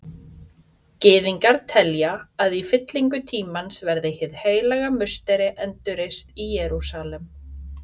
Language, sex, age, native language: Icelandic, female, 30-39, Icelandic